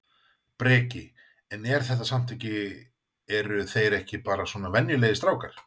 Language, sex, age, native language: Icelandic, male, 40-49, Icelandic